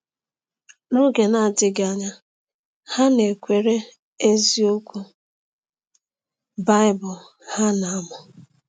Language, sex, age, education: Igbo, female, 30-45, tertiary